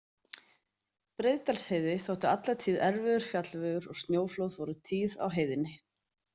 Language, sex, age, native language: Icelandic, female, 30-39, Icelandic